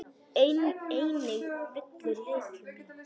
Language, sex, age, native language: Icelandic, female, 10, Icelandic